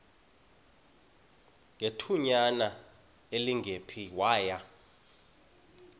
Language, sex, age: Xhosa, male, 31